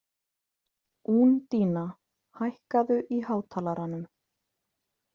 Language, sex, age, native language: Icelandic, female, 30-39, Icelandic